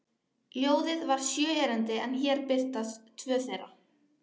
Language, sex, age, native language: Icelandic, female, 12, Icelandic